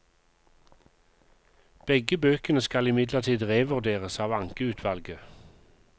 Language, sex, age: Norwegian, male, 51